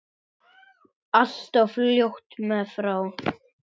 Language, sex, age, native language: Icelandic, male, 9, Icelandic